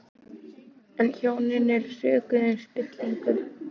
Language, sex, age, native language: Icelandic, female, 18-19, Icelandic